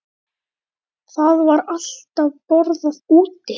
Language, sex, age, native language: Icelandic, male, 8, Icelandic